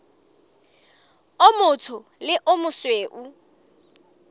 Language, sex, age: Southern Sotho, female, 25